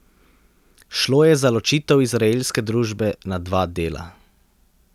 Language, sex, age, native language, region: Slovenian, male, 30-49, Slovenian, Central Slovenia